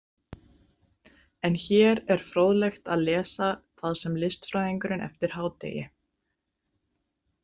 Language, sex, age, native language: Icelandic, female, 30-39, Icelandic